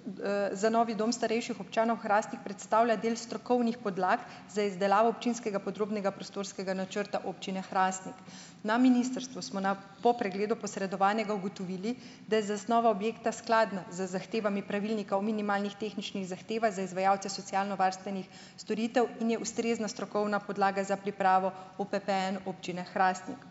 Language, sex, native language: Slovenian, female, Slovenian